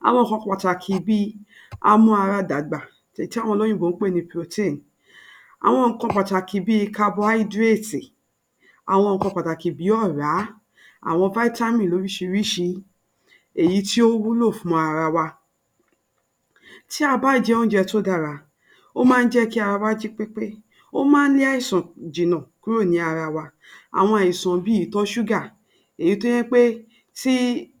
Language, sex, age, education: Yoruba, female, 60+, tertiary